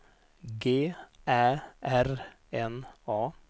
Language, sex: Swedish, male